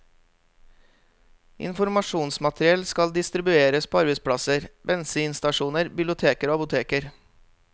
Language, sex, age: Norwegian, male, 32